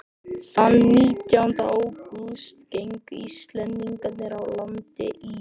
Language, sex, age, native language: Icelandic, male, 13, Icelandic